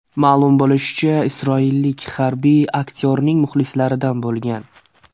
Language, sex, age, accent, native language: Uzbek, male, 18-24, Surxondaryo, Uzbek